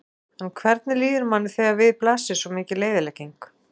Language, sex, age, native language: Icelandic, female, 40-49, Icelandic